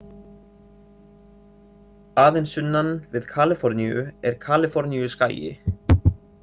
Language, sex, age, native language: Icelandic, male, 30-39, Icelandic